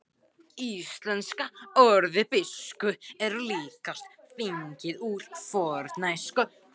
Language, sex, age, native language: Icelandic, male, 18-19, Icelandic